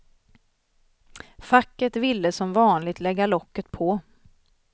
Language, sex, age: Swedish, female, 40